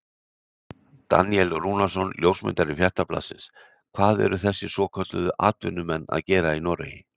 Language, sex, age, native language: Icelandic, male, 60-69, Icelandic